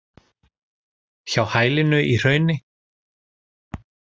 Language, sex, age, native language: Icelandic, male, 40-49, Icelandic